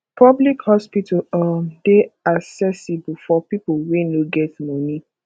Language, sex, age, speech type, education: Nigerian Pidgin, female, 15-29, spontaneous, tertiary